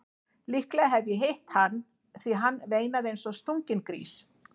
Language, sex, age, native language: Icelandic, female, 40-49, Icelandic